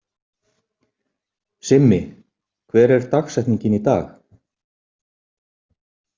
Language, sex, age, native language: Icelandic, male, 50-59, Icelandic